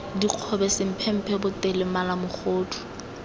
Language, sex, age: Tswana, female, 18